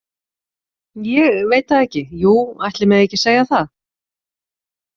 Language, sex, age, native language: Icelandic, female, 40-49, Icelandic